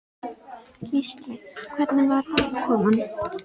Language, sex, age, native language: Icelandic, female, 10, Icelandic